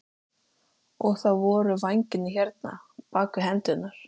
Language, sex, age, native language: Icelandic, female, 13, Icelandic